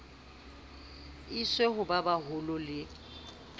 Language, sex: Southern Sotho, female